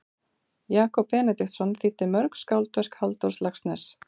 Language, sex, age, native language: Icelandic, female, 40-49, Icelandic